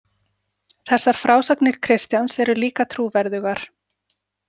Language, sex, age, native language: Icelandic, female, 40-49, Icelandic